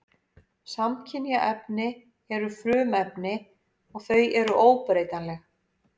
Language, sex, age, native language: Icelandic, female, 50-59, Icelandic